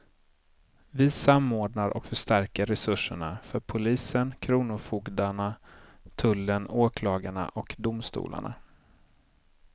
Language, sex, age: Swedish, male, 30